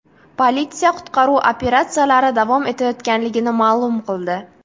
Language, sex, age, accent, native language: Uzbek, female, 18-24, Jizzax, Uzbek